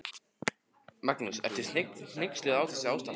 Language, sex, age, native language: Icelandic, male, 15, Icelandic